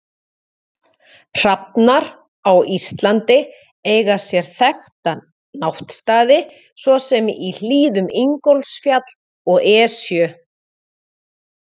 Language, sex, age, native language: Icelandic, female, 40-49, Icelandic